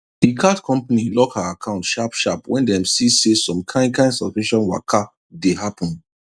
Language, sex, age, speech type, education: Nigerian Pidgin, male, 30-45, spontaneous, tertiary